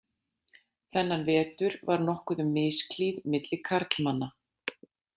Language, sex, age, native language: Icelandic, female, 40-49, Icelandic